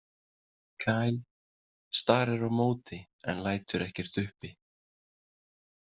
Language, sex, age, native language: Icelandic, male, 30-39, Icelandic